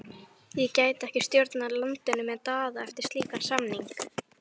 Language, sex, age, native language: Icelandic, female, 11, Icelandic